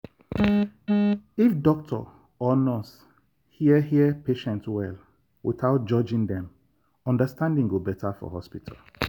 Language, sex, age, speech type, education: Nigerian Pidgin, male, 30-45, spontaneous, tertiary